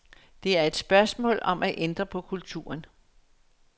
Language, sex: Danish, female